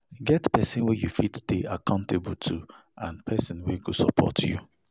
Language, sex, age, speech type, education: Nigerian Pidgin, male, 30-45, spontaneous, tertiary